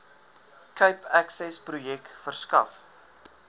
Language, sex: Afrikaans, male